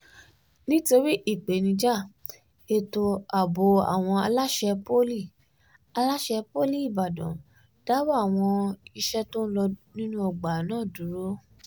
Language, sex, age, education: Yoruba, female, 15-29, tertiary